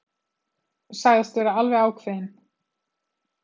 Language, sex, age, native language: Icelandic, female, 30-39, Icelandic